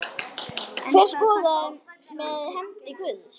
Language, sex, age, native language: Icelandic, male, 10, Icelandic